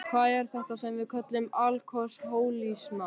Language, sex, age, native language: Icelandic, male, 13, Icelandic